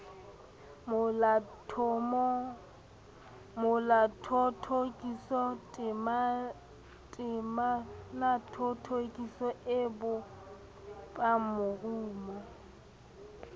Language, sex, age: Southern Sotho, female, 27